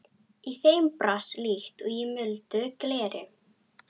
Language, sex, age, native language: Icelandic, female, 12, Icelandic